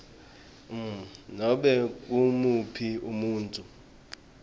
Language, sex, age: Swati, male, 23